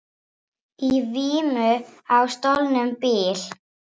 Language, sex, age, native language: Icelandic, female, 18-19, Icelandic